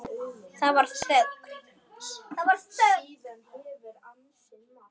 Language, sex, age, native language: Icelandic, male, 9, Icelandic